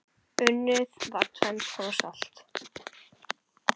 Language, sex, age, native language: Icelandic, female, 10, Icelandic